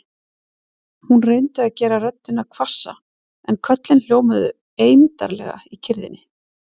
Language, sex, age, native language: Icelandic, female, 40-49, Icelandic